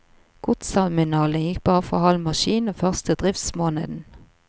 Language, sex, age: Norwegian, female, 38